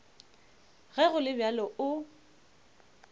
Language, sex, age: Northern Sotho, female, 25